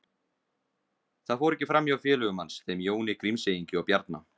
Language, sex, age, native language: Icelandic, male, 20-29, Icelandic